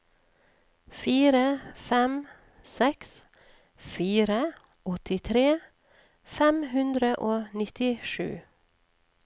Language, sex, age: Norwegian, female, 39